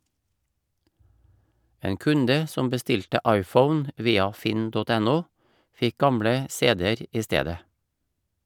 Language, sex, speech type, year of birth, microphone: Norwegian, male, read, 1956, Shure